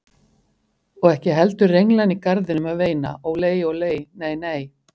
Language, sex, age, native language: Icelandic, female, 50-59, Icelandic